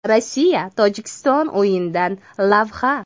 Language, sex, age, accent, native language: Uzbek, female, 25-34, Toshkent viloyati, Uzbek